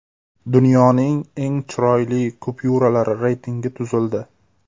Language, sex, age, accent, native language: Uzbek, male, 19-29, Namangan, Uzbek